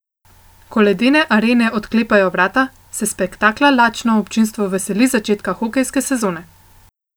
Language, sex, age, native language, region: Slovenian, female, 18-29, Slovenian, Central Slovenia